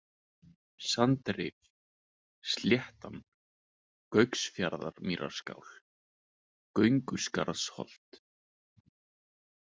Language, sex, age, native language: Icelandic, male, 20-29, Icelandic